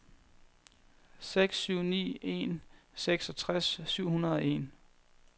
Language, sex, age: Danish, male, 21